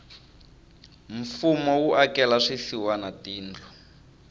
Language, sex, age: Tsonga, male, 25